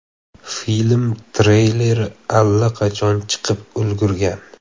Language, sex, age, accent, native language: Uzbek, male, 18-24, Xorazm, Uzbek